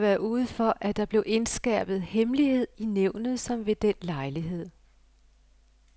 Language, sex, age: Danish, female, 55